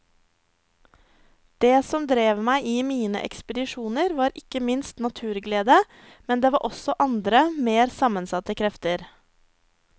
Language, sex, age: Norwegian, female, 23